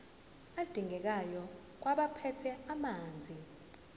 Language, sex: Zulu, female